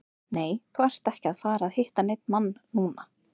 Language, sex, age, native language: Icelandic, female, 30-39, Icelandic